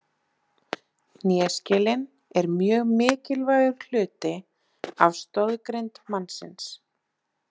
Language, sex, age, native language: Icelandic, female, 20-29, Icelandic